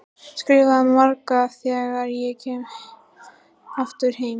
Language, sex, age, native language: Icelandic, female, 13, Icelandic